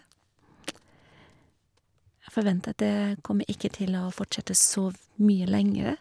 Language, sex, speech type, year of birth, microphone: Norwegian, female, spontaneous, 1961, Shure